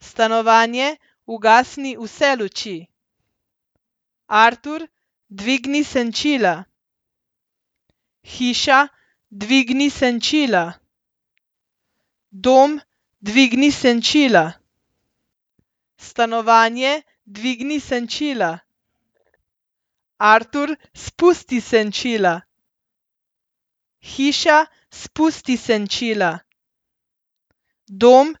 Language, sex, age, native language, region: Slovenian, female, 30-49, Slovenian, Central Slovenia